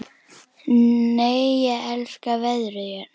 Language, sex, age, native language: Icelandic, female, 10, Icelandic